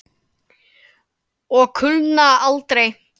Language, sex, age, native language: Icelandic, male, 9, Icelandic